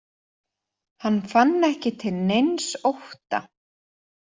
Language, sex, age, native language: Icelandic, female, 40-49, Icelandic